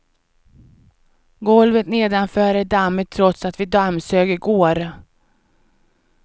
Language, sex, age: Swedish, female, 49